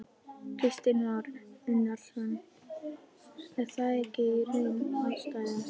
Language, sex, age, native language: Icelandic, female, 11, Icelandic